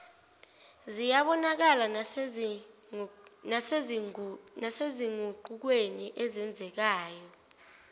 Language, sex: Zulu, female